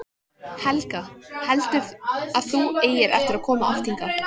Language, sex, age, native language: Icelandic, female, 14, Icelandic